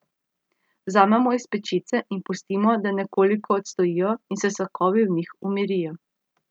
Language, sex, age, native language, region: Slovenian, female, 30-49, Slovenian, Central Slovenia